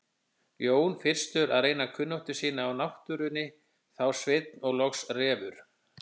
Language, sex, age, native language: Icelandic, male, 50-59, Icelandic